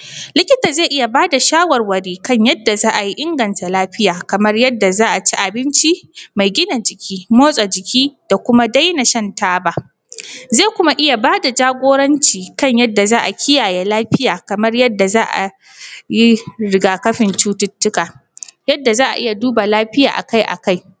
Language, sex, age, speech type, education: Hausa, female, 15-29, spontaneous, primary